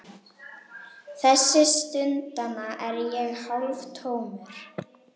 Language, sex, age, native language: Icelandic, female, 18-19, Icelandic